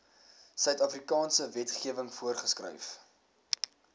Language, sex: Afrikaans, male